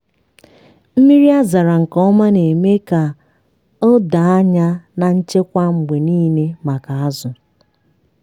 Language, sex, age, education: Igbo, female, 15-29, tertiary